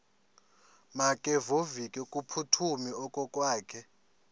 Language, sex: Xhosa, male